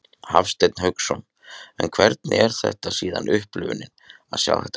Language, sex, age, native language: Icelandic, male, 30-39, Icelandic